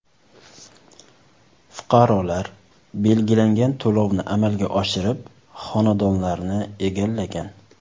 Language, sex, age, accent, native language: Uzbek, male, 19-29, Surxondaryo, Uzbek